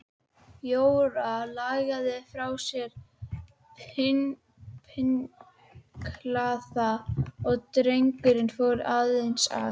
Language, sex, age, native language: Icelandic, female, 12, Icelandic